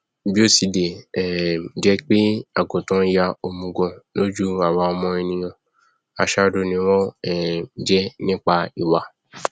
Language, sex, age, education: Yoruba, male, 15-29, tertiary